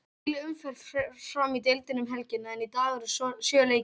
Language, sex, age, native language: Icelandic, female, 18-19, Icelandic